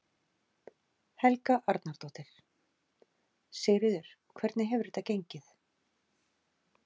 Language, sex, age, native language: Icelandic, female, 40-49, Icelandic